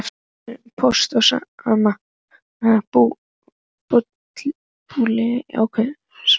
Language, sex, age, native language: Icelandic, male, 11, Icelandic